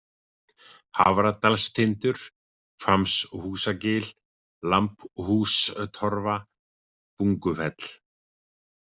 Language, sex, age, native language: Icelandic, male, 50-59, Icelandic